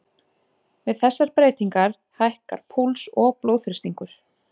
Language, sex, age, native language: Icelandic, female, 30-39, Icelandic